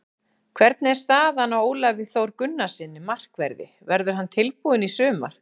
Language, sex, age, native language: Icelandic, female, 40-49, Icelandic